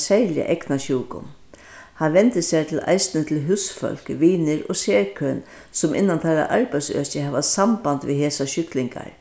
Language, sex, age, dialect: Faroese, female, 61+, Vágar